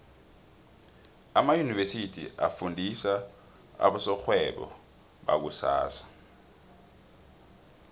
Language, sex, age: South Ndebele, male, 26